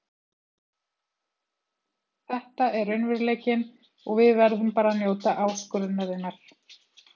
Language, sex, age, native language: Icelandic, female, 30-39, Icelandic